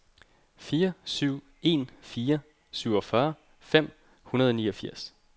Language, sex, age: Danish, male, 29